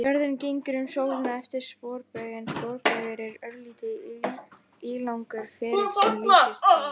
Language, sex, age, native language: Icelandic, female, 18-19, Icelandic